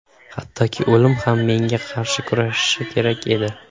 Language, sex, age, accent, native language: Uzbek, male, under 19, Toshkent viloyati, Uzbek